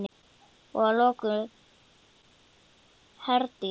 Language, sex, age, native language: Icelandic, female, 9, Icelandic